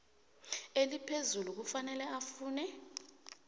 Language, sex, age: South Ndebele, female, 24